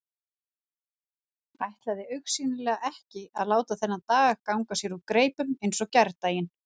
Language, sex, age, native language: Icelandic, female, 30-39, Icelandic